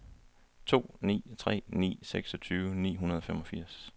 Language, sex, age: Danish, male, 23